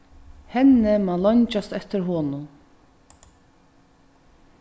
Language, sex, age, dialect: Faroese, female, 15-35, Vágar